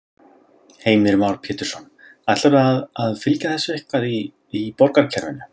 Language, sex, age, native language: Icelandic, male, 30-39, Icelandic